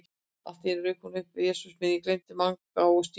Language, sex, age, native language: Icelandic, female, 60-69, Icelandic